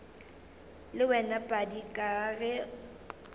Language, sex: Northern Sotho, female